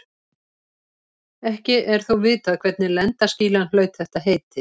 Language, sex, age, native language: Icelandic, female, 70-79, Icelandic